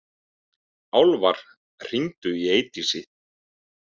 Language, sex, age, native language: Icelandic, male, 30-39, Icelandic